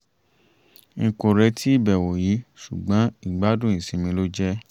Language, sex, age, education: Yoruba, male, 30-45, tertiary